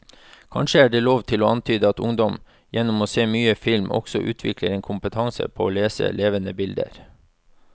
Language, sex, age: Norwegian, male, 36